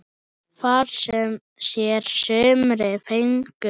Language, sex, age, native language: Icelandic, male, 8, Icelandic